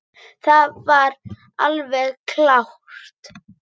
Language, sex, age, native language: Icelandic, female, 9, Icelandic